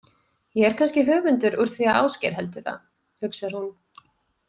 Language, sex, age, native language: Icelandic, female, 20-29, Icelandic